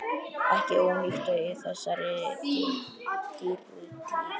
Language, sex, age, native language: Icelandic, male, 10, Icelandic